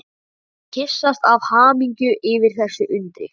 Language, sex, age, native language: Icelandic, male, 11, Icelandic